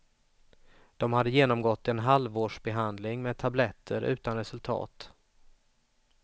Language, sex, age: Swedish, male, 44